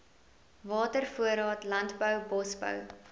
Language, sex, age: Afrikaans, female, 22